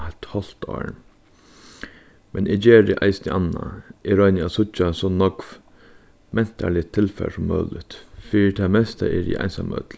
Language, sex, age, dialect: Faroese, male, 15-35, Suðurstreymoy